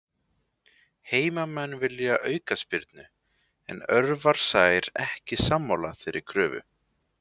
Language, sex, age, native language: Icelandic, male, 20-29, Icelandic